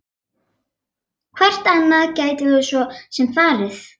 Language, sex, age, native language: Icelandic, female, 11, Icelandic